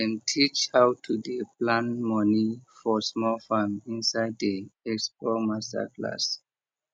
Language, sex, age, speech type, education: Nigerian Pidgin, male, 30-45, spontaneous, tertiary